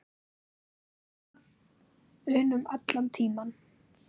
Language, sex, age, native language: Icelandic, female, 9, Icelandic